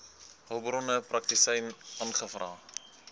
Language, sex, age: Afrikaans, male, 20